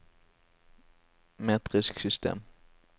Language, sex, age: Norwegian, male, 18